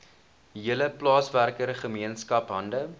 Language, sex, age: Afrikaans, male, 19